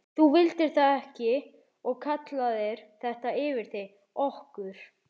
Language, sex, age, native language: Icelandic, male, 11, Icelandic